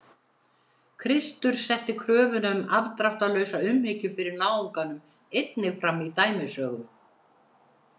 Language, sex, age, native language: Icelandic, female, 70-79, Icelandic